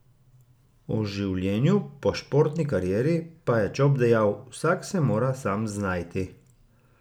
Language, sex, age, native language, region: Slovenian, male, 30-49, Slovenian, Gorica region